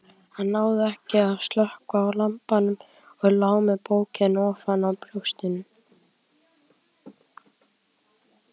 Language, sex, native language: Icelandic, male, Icelandic